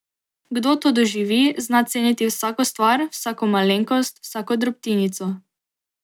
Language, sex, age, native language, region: Slovenian, female, 18-29, Slovenian, Drava region